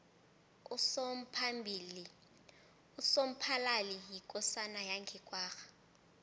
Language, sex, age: South Ndebele, female, 19